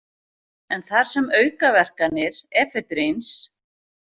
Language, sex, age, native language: Icelandic, female, 40-49, Icelandic